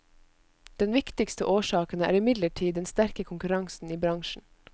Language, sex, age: Norwegian, female, 22